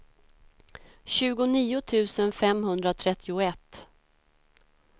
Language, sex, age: Swedish, female, 46